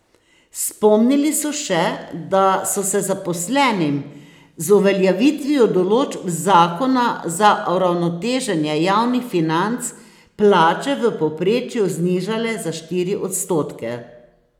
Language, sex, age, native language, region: Slovenian, female, 60+, Slovenian, Posavska region